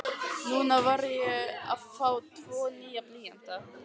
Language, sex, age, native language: Icelandic, female, 15, Icelandic